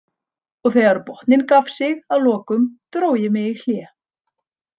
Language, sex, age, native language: Icelandic, female, 30-39, Icelandic